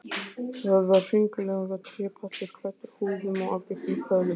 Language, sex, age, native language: Icelandic, male, 15, Icelandic